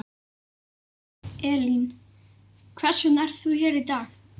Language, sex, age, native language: Icelandic, male, 11, Icelandic